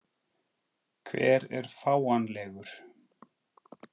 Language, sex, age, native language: Icelandic, male, 40-49, Icelandic